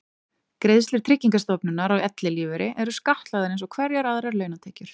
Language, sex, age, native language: Icelandic, female, 30-39, Icelandic